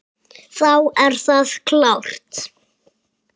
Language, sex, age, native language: Icelandic, male, 7, Icelandic